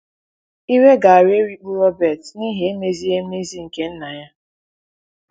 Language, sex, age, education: Igbo, female, 15-29, tertiary